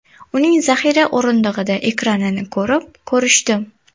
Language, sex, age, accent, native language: Uzbek, female, 19-29, Toshkent viloyati, Uzbek